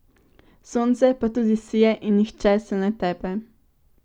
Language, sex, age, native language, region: Slovenian, female, 18-29, Slovenian, Central Slovenia